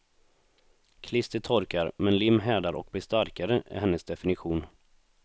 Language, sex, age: Swedish, male, 26